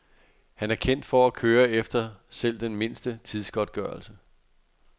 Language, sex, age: Danish, male, 48